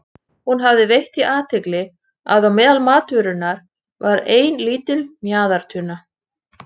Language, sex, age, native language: Icelandic, female, 30-39, Icelandic